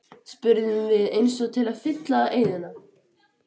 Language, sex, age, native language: Icelandic, female, 12, Icelandic